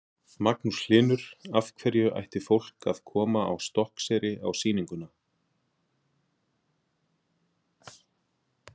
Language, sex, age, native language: Icelandic, male, 40-49, Icelandic